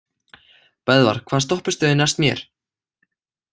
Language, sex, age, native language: Icelandic, male, 18-19, Icelandic